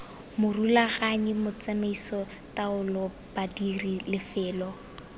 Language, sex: Tswana, female